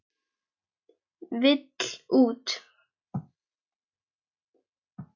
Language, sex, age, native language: Icelandic, male, 10, Icelandic